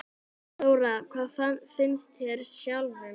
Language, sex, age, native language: Icelandic, female, 9, Icelandic